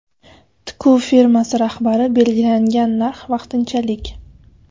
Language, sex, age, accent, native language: Uzbek, female, 25-34, Qashqadaryo, Uzbek